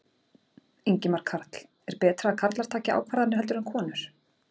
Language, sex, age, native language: Icelandic, female, 40-49, Icelandic